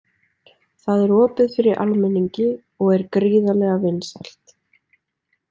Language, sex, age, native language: Icelandic, female, 20-29, Icelandic